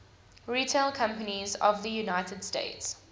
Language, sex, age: English, female, 21